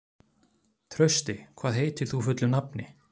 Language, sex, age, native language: Icelandic, male, 30-39, Icelandic